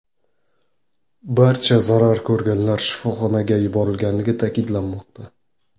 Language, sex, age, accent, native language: Uzbek, male, 18-24, Qoraqalpog'iston, Karakalpak